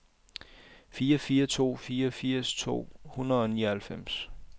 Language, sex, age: Danish, male, 28